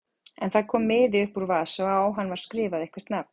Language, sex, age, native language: Icelandic, female, 40-49, Icelandic